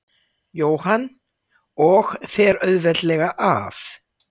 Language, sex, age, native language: Icelandic, female, 60-69, Icelandic